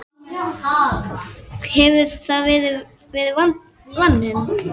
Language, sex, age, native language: Icelandic, female, 9, Icelandic